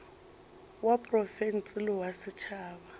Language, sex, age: Northern Sotho, female, 23